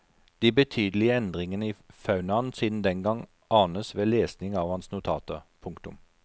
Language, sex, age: Norwegian, male, 43